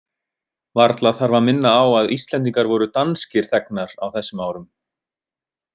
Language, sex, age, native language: Icelandic, male, 30-39, Icelandic